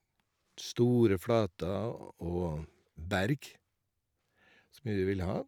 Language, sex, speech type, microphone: Norwegian, male, spontaneous, Shure